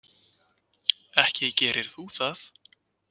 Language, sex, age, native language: Icelandic, male, 20-29, Icelandic